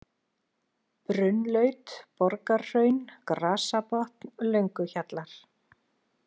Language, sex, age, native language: Icelandic, female, 40-49, Icelandic